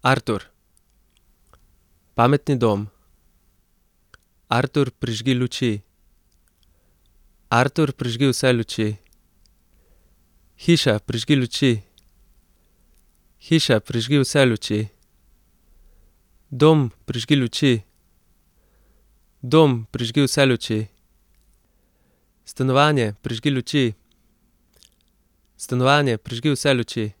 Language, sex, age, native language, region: Slovenian, male, 30-49, Slovenian, Central Slovenia